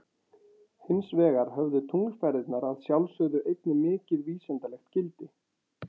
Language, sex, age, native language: Icelandic, male, 40-49, Icelandic